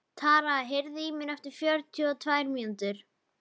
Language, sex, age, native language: Icelandic, female, 11, Icelandic